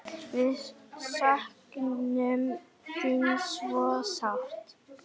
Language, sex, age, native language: Icelandic, female, 10, Polish